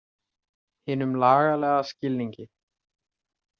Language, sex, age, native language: Icelandic, male, 30-39, Icelandic